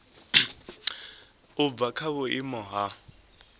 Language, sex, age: Venda, male, 24